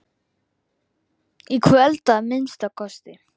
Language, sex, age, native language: Icelandic, male, 10, Icelandic